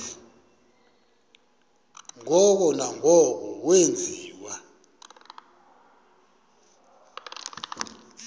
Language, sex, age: Xhosa, male, 23